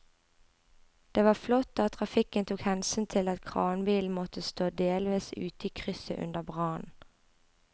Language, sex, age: Norwegian, female, 25